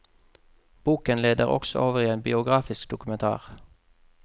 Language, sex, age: Norwegian, male, 33